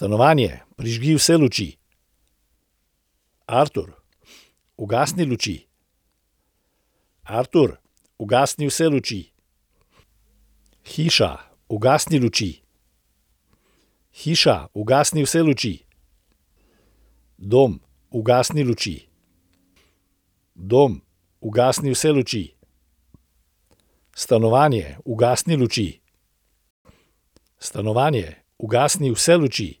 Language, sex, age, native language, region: Slovenian, male, 60+, Slovenian, Central Slovenia